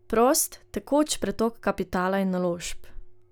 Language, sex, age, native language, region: Slovenian, female, 18-29, Slovenian, Drava region